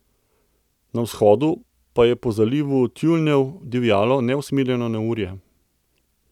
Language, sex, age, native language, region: Slovenian, male, 30-49, Slovenian, Central Slovenia